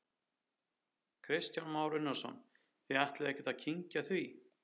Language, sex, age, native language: Icelandic, male, 30-39, Icelandic